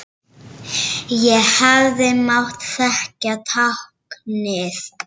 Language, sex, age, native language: Icelandic, female, 7, Icelandic